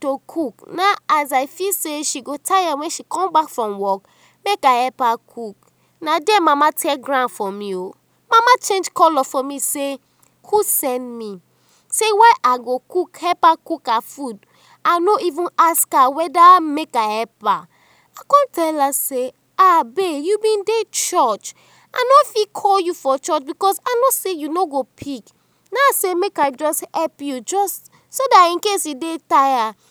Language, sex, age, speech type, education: Nigerian Pidgin, female, 30-45, spontaneous, tertiary